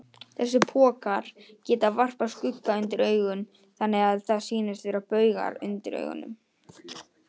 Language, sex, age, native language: Icelandic, male, 18-19, Icelandic